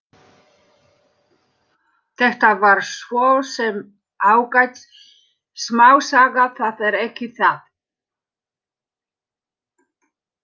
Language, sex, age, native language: Icelandic, female, 60-69, Polish